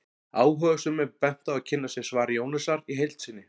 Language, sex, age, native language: Icelandic, male, 40-49, Icelandic